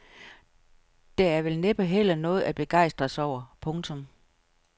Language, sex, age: Danish, female, 55